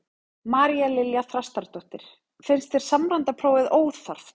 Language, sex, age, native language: Icelandic, female, 30-39, Icelandic